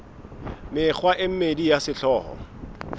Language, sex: Southern Sotho, male